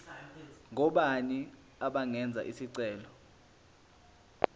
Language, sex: Zulu, male